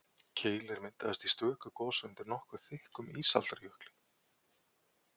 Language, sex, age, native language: Icelandic, male, 40-49, Icelandic